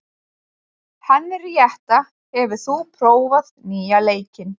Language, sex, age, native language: Icelandic, female, 20-29, Icelandic